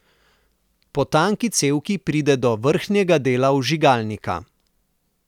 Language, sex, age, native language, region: Slovenian, male, 30-49, Slovenian, Southeast Slovenia